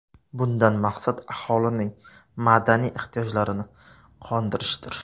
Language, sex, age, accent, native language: Uzbek, male, 25-34, Surxondaryo, Uzbek